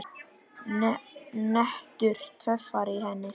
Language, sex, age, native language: Icelandic, male, 10, Icelandic